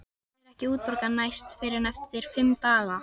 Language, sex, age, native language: Icelandic, female, 13, Icelandic